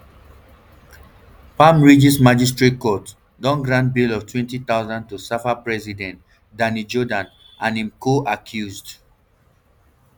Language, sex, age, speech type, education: Nigerian Pidgin, male, 15-29, spontaneous, tertiary